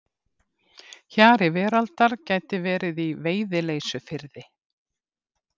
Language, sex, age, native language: Icelandic, female, 50-59, Icelandic